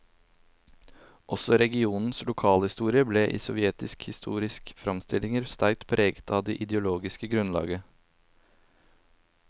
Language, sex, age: Norwegian, male, 27